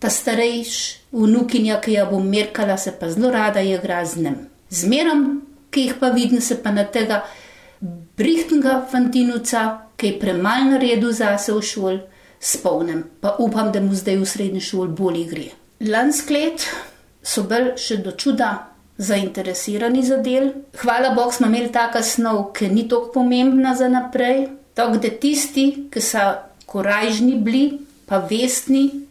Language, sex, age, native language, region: Slovenian, female, 60+, Slovenian, Gorenjska region